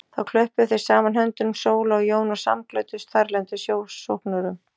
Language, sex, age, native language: Icelandic, female, 40-49, Icelandic